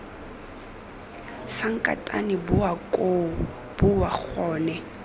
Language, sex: Tswana, female